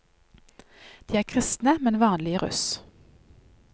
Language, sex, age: Norwegian, female, 31